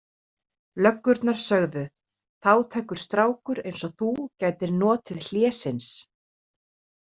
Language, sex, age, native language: Icelandic, female, 30-39, Icelandic